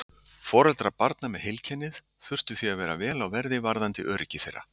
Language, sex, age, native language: Icelandic, male, 60-69, Icelandic